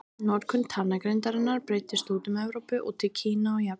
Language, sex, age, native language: Icelandic, female, 30-39, Icelandic